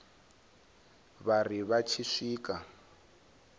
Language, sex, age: Venda, male, 22